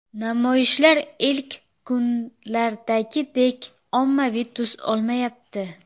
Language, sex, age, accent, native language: Uzbek, female, 18-24, Samarqand, Uzbek